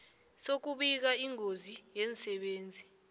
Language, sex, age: South Ndebele, female, 20